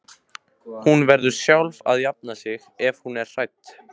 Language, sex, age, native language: Icelandic, male, 15, Icelandic